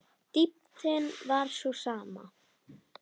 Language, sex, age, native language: Icelandic, female, 10, Icelandic